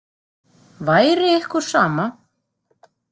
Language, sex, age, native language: Icelandic, female, 40-49, Icelandic